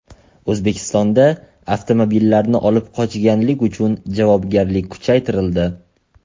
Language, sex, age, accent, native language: Uzbek, male, 18-24, Toshkent shahri, Uzbek